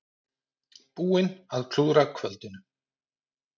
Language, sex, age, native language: Icelandic, male, 30-39, Icelandic